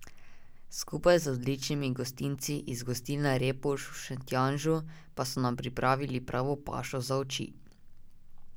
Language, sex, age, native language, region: Slovenian, male, 18-29, Slovenian, Drava region